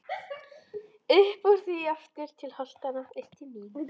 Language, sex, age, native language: Icelandic, female, 11, Icelandic